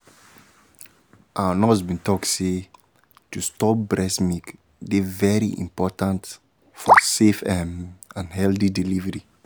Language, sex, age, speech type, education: Nigerian Pidgin, male, 15-29, spontaneous, tertiary